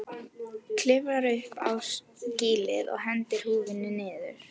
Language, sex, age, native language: Icelandic, female, 12, Icelandic